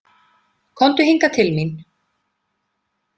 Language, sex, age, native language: Icelandic, female, 50-59, Icelandic